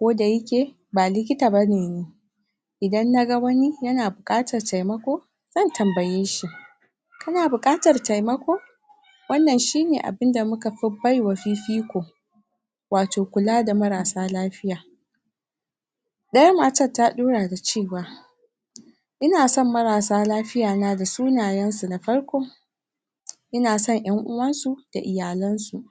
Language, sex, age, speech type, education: Hausa, female, 46-60, spontaneous, secondary